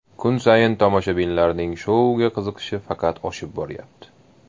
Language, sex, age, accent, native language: Uzbek, male, 18-24, Toshkent shahri, Uzbek